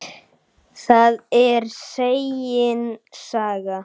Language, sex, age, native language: Icelandic, male, 9, Icelandic